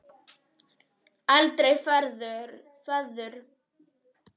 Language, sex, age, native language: Icelandic, female, 10, Polish